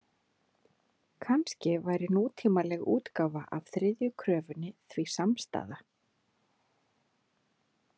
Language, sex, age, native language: Icelandic, female, 30-39, Icelandic